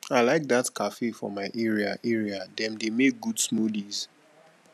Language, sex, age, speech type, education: Nigerian Pidgin, male, 15-29, spontaneous, tertiary